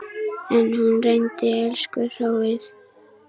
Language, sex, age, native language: Icelandic, female, 10, Icelandic